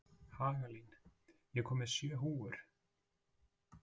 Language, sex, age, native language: Icelandic, male, 40-49, Icelandic